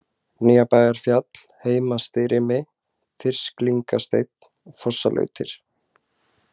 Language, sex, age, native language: Icelandic, male, 20-29, Icelandic